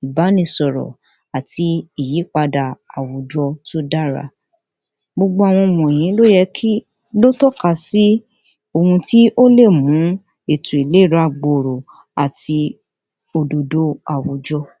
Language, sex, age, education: Yoruba, female, 60+, tertiary